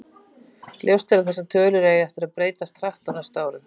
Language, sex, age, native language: Icelandic, female, 40-49, Icelandic